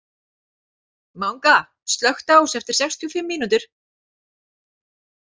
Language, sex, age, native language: Icelandic, female, 40-49, Icelandic